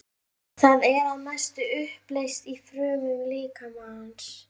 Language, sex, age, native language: Icelandic, female, 11, Icelandic